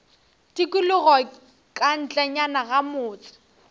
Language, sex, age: Northern Sotho, female, 18